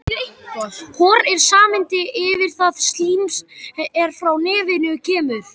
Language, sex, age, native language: Icelandic, male, 18-19, Icelandic